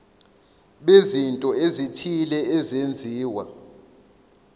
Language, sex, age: Zulu, male, 21